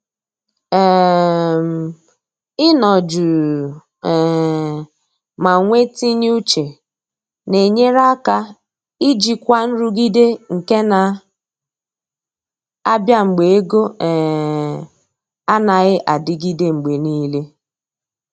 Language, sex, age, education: Igbo, female, 30-45, tertiary